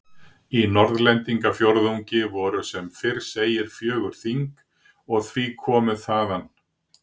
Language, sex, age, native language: Icelandic, male, 60-69, Icelandic